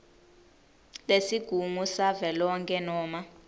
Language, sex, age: Swati, female, 19